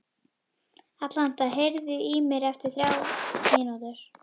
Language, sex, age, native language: Icelandic, female, 11, Icelandic